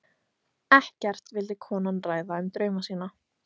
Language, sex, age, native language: Icelandic, female, 15, Icelandic